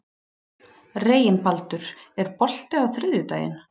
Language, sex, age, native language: Icelandic, female, 30-39, Icelandic